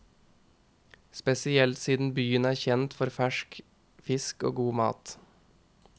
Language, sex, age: Norwegian, male, 21